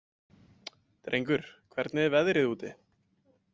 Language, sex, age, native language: Icelandic, male, 20-29, Icelandic